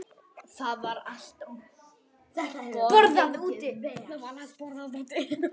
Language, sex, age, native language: Icelandic, female, 8, Icelandic